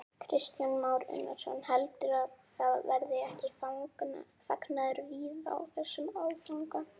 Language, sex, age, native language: Icelandic, female, 18-19, Icelandic